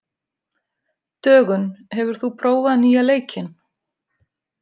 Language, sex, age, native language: Icelandic, female, 50-59, Icelandic